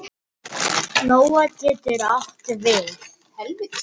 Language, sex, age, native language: Icelandic, male, 8, Icelandic